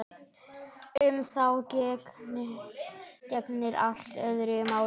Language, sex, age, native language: Icelandic, male, 11, Icelandic